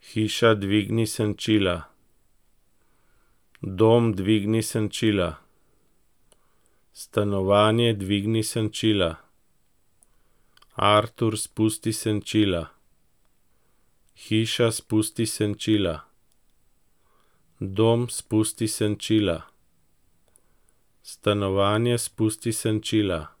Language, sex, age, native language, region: Slovenian, male, 50-59, Slovenian, Central Slovenia